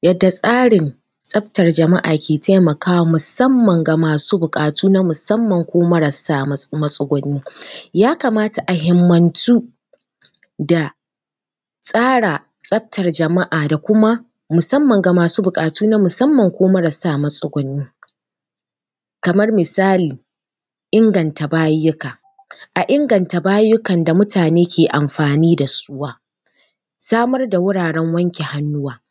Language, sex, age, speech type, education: Hausa, female, 15-29, spontaneous, tertiary